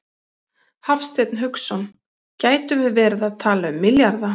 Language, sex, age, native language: Icelandic, female, 40-49, Icelandic